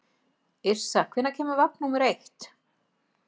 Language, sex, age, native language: Icelandic, female, 50-59, Icelandic